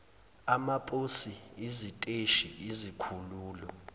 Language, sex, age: Zulu, male, 20